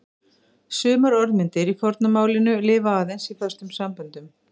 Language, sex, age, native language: Icelandic, female, 50-59, Icelandic